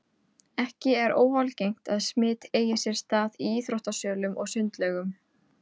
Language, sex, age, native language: Icelandic, female, 20-29, Icelandic